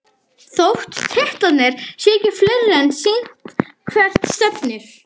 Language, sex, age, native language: Icelandic, male, 12, Icelandic